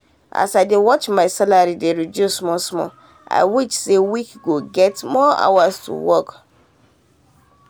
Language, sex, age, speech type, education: Nigerian Pidgin, female, 15-29, spontaneous, secondary